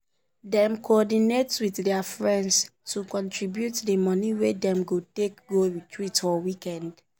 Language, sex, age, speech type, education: Nigerian Pidgin, female, 15-29, spontaneous, tertiary